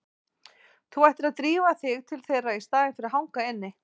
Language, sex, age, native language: Icelandic, female, 40-49, Icelandic